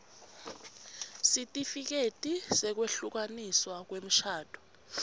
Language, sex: Swati, female